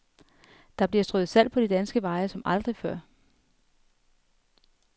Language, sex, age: Danish, female, 33